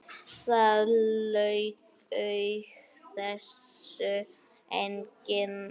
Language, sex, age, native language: Icelandic, male, 8, Icelandic